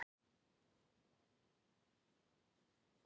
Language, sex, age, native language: Icelandic, female, 50-59, Icelandic